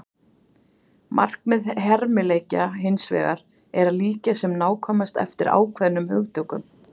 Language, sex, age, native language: Icelandic, female, 40-49, Icelandic